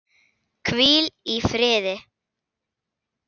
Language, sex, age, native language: Icelandic, female, 8, Icelandic